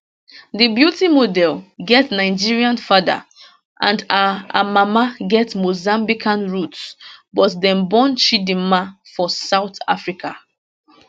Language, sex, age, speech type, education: Nigerian Pidgin, female, 15-29, spontaneous, tertiary